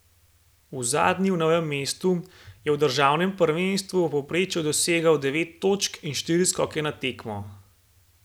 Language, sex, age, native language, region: Slovenian, male, 18-29, Slovenian, Gorenjska region